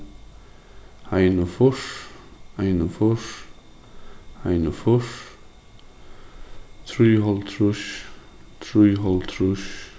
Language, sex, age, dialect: Faroese, male, 15-35, Suðurstreymoy